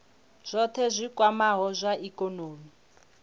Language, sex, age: Venda, female, 21